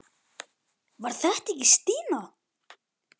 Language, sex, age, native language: Icelandic, male, 10, Icelandic